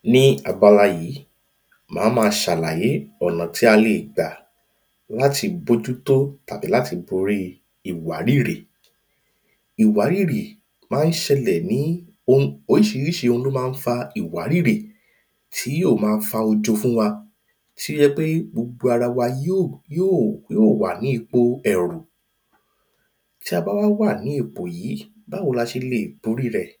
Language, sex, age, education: Yoruba, male, 30-45, primary